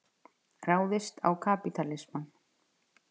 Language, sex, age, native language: Icelandic, female, 50-59, Icelandic